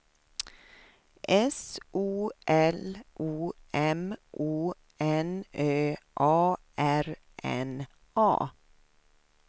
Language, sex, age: Swedish, female, 53